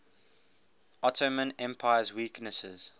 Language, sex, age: English, male, 18